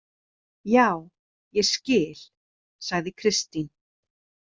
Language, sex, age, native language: Icelandic, female, 30-39, Icelandic